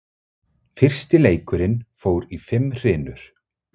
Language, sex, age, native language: Icelandic, male, 30-39, Icelandic